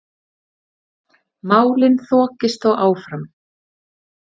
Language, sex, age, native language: Icelandic, female, 30-39, Icelandic